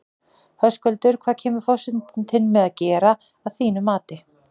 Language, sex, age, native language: Icelandic, female, 40-49, Icelandic